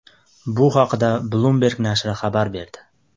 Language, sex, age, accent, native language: Uzbek, male, 25-34, Andijon, Uzbek